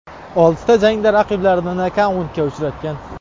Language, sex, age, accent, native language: Uzbek, male, 18-24, Farg'ona, Uzbek